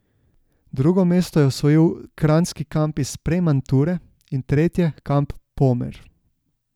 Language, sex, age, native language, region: Slovenian, male, 18-29, Slovenian, Savinja region